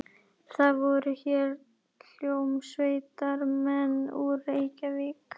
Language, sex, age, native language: Icelandic, female, 11, Icelandic